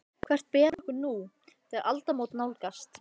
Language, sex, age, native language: Icelandic, female, 15, Icelandic